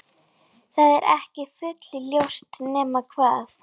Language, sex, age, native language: Icelandic, female, 11, Icelandic